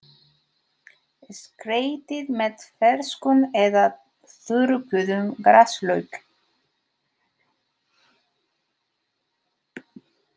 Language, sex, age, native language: Icelandic, female, 20-29, Spanish